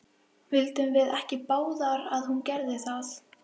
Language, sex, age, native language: Icelandic, female, 11, Icelandic